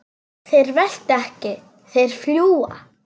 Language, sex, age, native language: Icelandic, female, 9, Serbo-Croatian